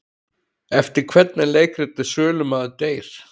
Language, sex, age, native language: Icelandic, male, 30-39, Icelandic